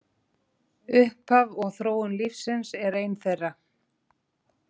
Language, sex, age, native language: Icelandic, female, 40-49, Icelandic